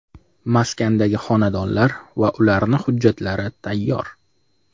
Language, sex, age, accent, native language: Uzbek, male, 25-34, Jizzax, Uzbek